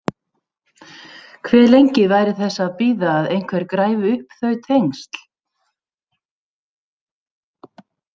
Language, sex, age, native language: Icelandic, female, 60-69, Icelandic